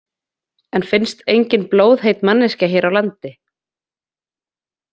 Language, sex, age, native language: Icelandic, female, 20-29, Icelandic